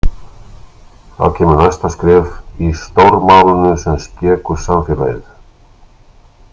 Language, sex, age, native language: Icelandic, male, 60-69, Icelandic